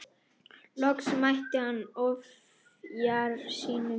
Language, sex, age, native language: Icelandic, female, 10, Icelandic